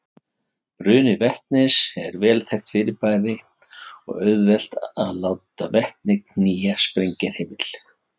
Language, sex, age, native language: Icelandic, male, 50-59, Icelandic